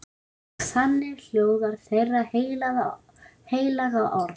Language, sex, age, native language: Icelandic, female, 9, Icelandic